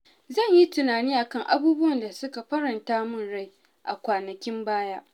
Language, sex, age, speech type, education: Hausa, female, 15-29, spontaneous, tertiary